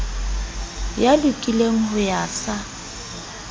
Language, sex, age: Southern Sotho, female, 22